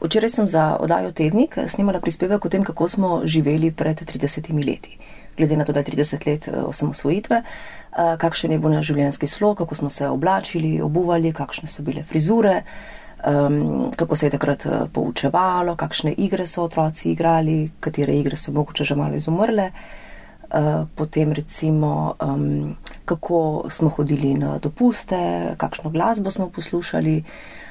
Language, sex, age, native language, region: Slovenian, female, 30-49, Slovenian, Central Slovenia